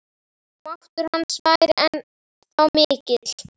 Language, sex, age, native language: Icelandic, female, 10, Icelandic